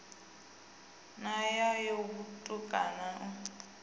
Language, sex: Venda, female